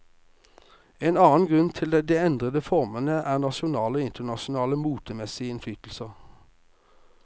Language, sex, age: Norwegian, male, 48